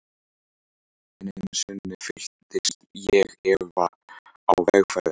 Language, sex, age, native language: Icelandic, male, 14, Icelandic